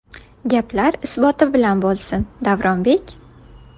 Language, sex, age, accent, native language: Uzbek, female, 19-29, Buxoro, Uzbek